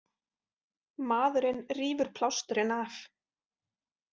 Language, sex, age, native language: Icelandic, female, 40-49, Icelandic